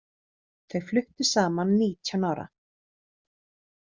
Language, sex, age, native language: Icelandic, female, 30-39, Icelandic